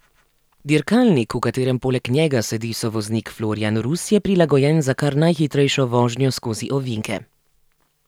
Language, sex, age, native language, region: Slovenian, female, 30-49, Slovenian, Gorenjska region